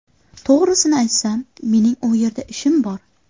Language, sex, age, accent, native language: Uzbek, female, 18-24, Qashqadaryo, Uzbek